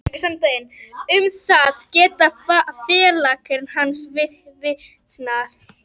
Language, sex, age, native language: Icelandic, female, 11, Icelandic